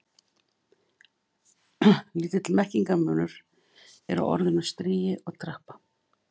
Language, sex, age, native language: Icelandic, female, 50-59, Icelandic